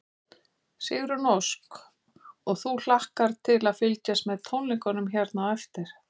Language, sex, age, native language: Icelandic, female, 50-59, Icelandic